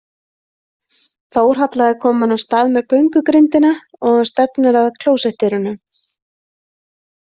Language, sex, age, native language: Icelandic, female, 30-39, Icelandic